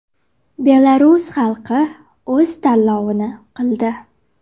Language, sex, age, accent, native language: Uzbek, female, 18-24, Navoiy, Uzbek